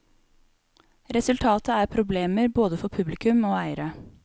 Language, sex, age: Norwegian, female, 28